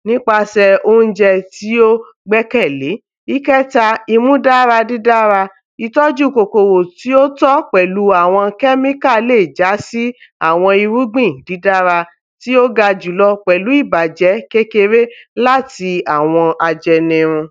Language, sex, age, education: Yoruba, female, 15-29, tertiary